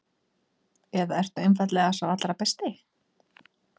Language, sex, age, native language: Icelandic, female, 40-49, Icelandic